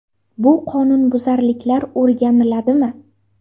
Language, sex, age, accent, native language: Uzbek, female, 18-24, Navoiy, Uzbek